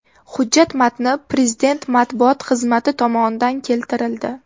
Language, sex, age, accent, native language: Uzbek, female, 18-24, Namangan, Uzbek